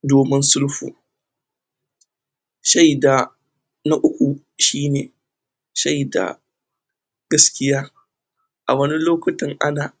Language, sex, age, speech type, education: Hausa, male, 30-45, spontaneous, tertiary